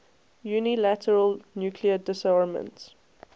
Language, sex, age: English, female, 18